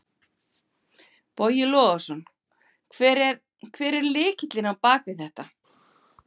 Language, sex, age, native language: Icelandic, female, 50-59, Icelandic